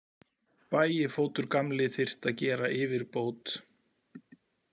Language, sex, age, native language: Icelandic, male, 40-49, Icelandic